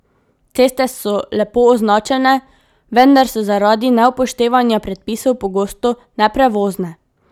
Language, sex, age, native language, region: Slovenian, female, 18-29, Slovenian, Drava region